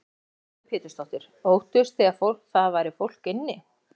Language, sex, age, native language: Icelandic, female, 14, Icelandic